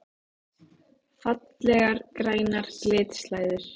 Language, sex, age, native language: Icelandic, female, 18-19, Icelandic